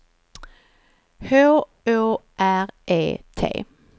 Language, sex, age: Swedish, female, 49